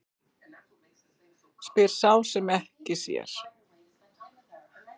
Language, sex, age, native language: Icelandic, female, 40-49, Icelandic